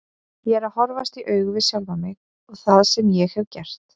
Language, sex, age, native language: Icelandic, female, 20-29, Icelandic